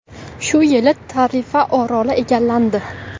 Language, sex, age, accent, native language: Uzbek, female, 19-29, Buxoro, Uzbek